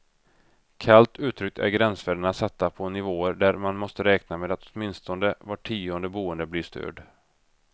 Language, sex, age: Swedish, male, 32